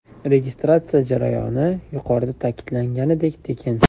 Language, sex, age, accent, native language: Uzbek, male, 18-24, Farg'ona, Uzbek